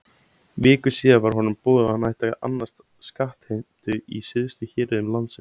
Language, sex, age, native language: Icelandic, male, 17, Icelandic